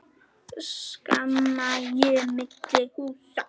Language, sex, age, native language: Icelandic, female, 10, Icelandic